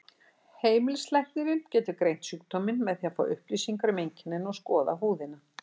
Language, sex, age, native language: Icelandic, female, 60-69, Icelandic